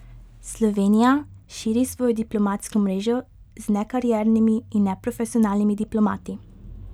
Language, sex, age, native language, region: Slovenian, female, 18-29, Slovenian, Pomurje region